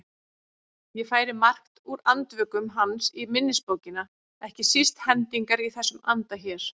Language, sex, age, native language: Icelandic, female, 30-39, Icelandic